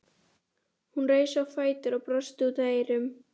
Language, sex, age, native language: Icelandic, female, 11, Icelandic